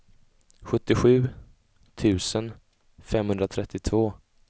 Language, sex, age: Swedish, male, 20